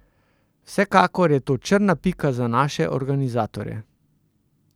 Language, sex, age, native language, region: Slovenian, male, 30-49, Slovenian, Central Slovenia